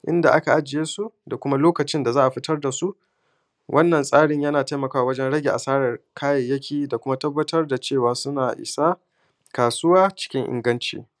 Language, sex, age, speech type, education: Hausa, male, 15-29, spontaneous, primary